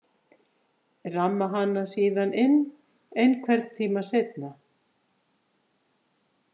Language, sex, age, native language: Icelandic, female, 50-59, Icelandic